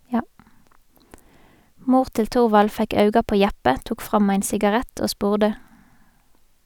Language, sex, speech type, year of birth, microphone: Norwegian, female, read, 1985, Sennheiser